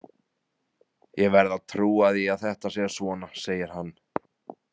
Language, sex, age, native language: Icelandic, male, 20-29, Icelandic